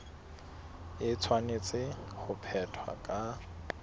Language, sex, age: Southern Sotho, male, 21